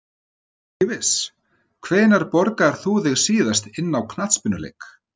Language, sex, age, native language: Icelandic, male, 30-39, Icelandic